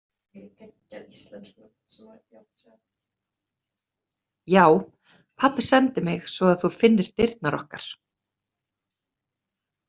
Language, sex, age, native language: Icelandic, female, 30-39, Icelandic